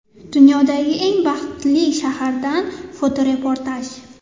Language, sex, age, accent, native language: Uzbek, female, 19-29, Toshkent shahri, Uzbek